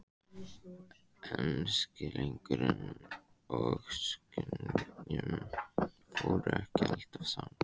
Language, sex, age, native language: Icelandic, male, 14, Icelandic